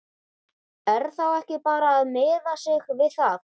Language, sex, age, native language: Icelandic, male, 11, Icelandic